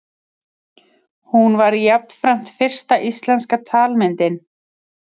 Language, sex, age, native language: Icelandic, female, 30-39, Icelandic